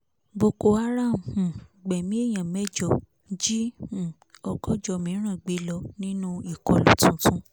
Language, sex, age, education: Yoruba, female, 15-29, tertiary